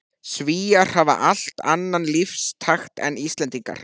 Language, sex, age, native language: Icelandic, male, 14, Icelandic